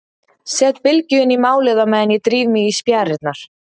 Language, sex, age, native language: Icelandic, female, 30-39, Icelandic